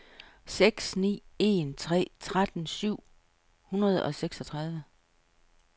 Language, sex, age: Danish, female, 55